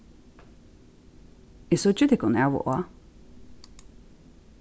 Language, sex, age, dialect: Faroese, female, 36-60, Suðurstreymoy